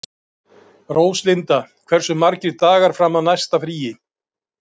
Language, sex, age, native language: Icelandic, male, 50-59, Icelandic